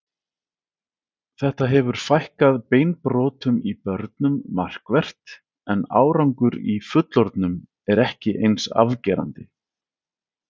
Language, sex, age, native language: Icelandic, male, 40-49, Icelandic